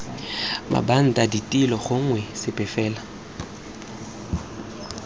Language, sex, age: Tswana, male, 21